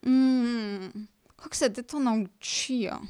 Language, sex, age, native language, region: Slovenian, female, 18-29, Slovenian, Drava region